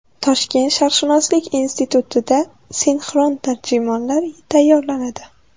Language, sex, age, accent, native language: Uzbek, female, 18-24, Samarqand, Uzbek